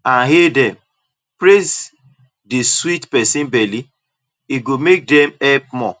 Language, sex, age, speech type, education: Nigerian Pidgin, male, 30-45, spontaneous, tertiary